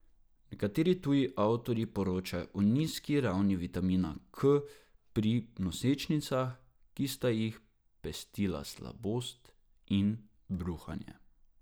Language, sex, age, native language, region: Slovenian, male, 18-29, Slovenian, Drava region